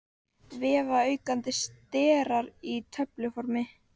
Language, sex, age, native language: Icelandic, female, 18-19, Icelandic